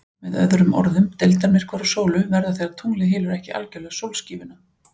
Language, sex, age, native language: Icelandic, female, 40-49, Icelandic